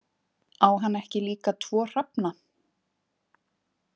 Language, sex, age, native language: Icelandic, female, 20-29, Icelandic